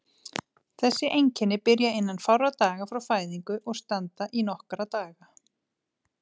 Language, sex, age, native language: Icelandic, female, 30-39, Icelandic